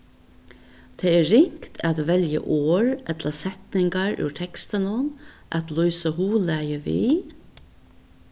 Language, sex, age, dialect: Faroese, female, 61+, Vágar